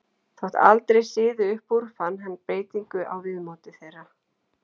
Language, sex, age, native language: Icelandic, female, 40-49, Icelandic